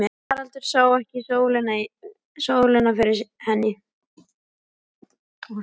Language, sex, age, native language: Icelandic, male, 11, Icelandic